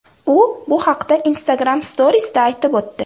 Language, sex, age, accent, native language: Uzbek, female, 18-24, Farg'ona, Uzbek